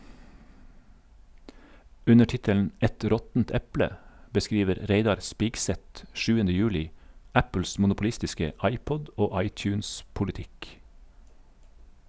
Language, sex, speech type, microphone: Norwegian, male, read, Sennheiser